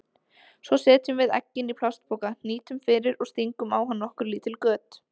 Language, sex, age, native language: Icelandic, female, 20-29, Icelandic